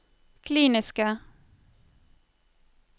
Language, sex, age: Norwegian, female, 23